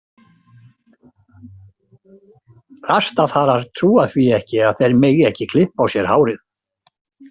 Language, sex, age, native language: Icelandic, male, 60-69, Icelandic